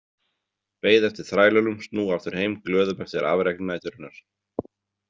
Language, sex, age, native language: Icelandic, male, 40-49, Icelandic